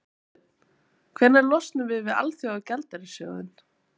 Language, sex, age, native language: Icelandic, female, 20-29, Icelandic